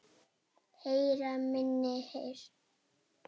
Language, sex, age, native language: Icelandic, female, 7, Icelandic